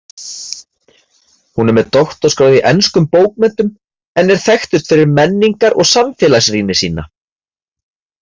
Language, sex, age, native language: Icelandic, male, 30-39, Icelandic